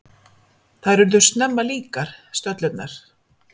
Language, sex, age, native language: Icelandic, female, 50-59, Icelandic